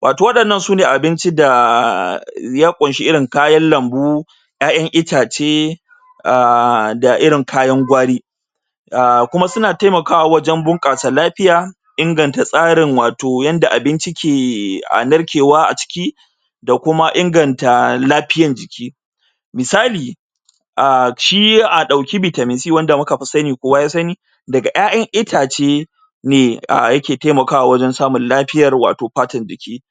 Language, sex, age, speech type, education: Hausa, male, 30-45, spontaneous, tertiary